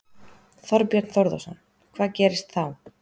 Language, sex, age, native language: Icelandic, female, 30-39, Icelandic